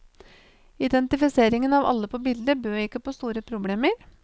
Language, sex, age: Norwegian, female, 28